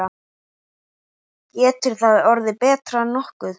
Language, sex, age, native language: Icelandic, male, 8, Icelandic